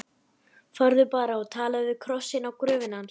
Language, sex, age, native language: Icelandic, male, 11, Icelandic